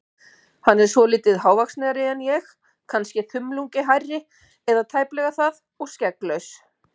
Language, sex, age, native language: Icelandic, female, 50-59, Icelandic